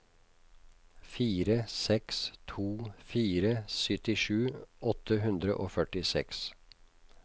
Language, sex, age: Norwegian, male, 56